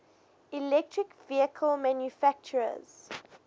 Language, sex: English, female